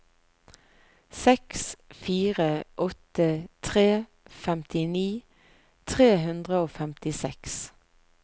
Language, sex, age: Norwegian, female, 41